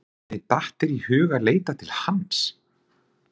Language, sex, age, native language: Icelandic, male, 40-49, Icelandic